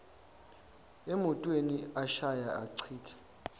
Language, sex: Zulu, male